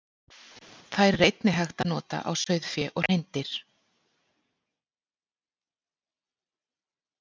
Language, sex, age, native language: Icelandic, female, 40-49, Icelandic